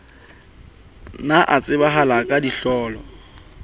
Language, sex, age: Southern Sotho, male, 25